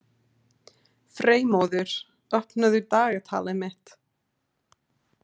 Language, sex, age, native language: Icelandic, female, 30-39, English